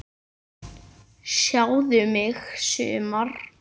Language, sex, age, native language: Icelandic, male, 9, Icelandic